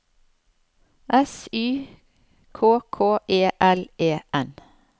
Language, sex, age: Norwegian, female, 54